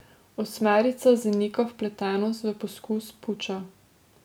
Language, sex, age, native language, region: Slovenian, female, 18-29, Slovenian, Drava region